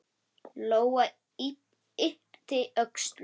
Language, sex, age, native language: Icelandic, female, 10, Icelandic